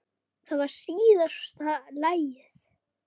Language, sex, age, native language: Icelandic, male, 9, Icelandic